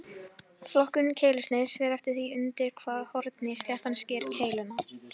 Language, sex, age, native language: Icelandic, female, 18-19, Icelandic